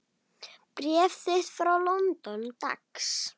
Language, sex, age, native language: Icelandic, female, 8, Icelandic